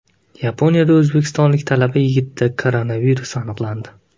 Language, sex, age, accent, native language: Uzbek, male, 18-24, Namangan, Uzbek